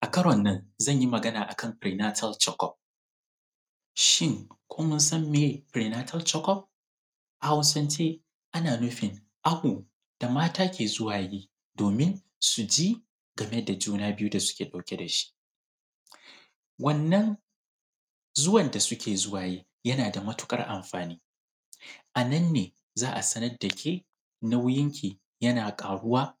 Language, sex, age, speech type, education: Hausa, male, 15-29, spontaneous, secondary